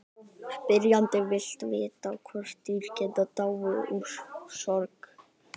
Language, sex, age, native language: Icelandic, female, 60-69, Icelandic